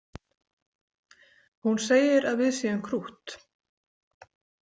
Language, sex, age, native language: Icelandic, female, 40-49, Icelandic